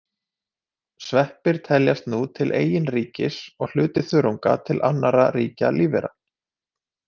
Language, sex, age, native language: Icelandic, male, 30-39, Icelandic